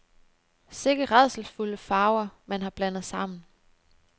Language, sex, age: Danish, female, 29